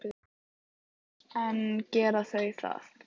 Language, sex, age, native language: Icelandic, female, 18-19, Icelandic